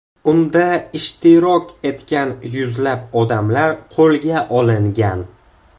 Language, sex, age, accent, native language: Uzbek, male, 18-24, Samarqand, Uzbek